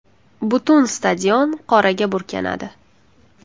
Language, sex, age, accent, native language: Uzbek, female, 19-29, Samarqand, Uzbek